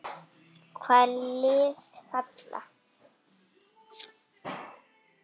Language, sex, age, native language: Icelandic, female, 9, Icelandic